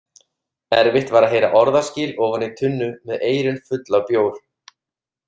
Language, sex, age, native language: Icelandic, male, 30-39, Icelandic